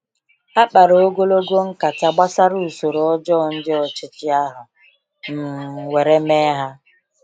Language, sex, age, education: Igbo, female, 30-45, tertiary